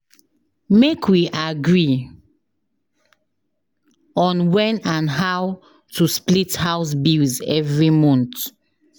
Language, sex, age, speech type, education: Nigerian Pidgin, female, 15-29, spontaneous, tertiary